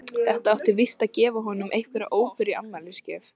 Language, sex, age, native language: Icelandic, female, 13, Icelandic